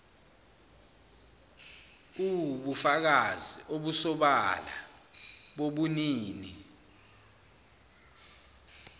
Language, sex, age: Zulu, male, 29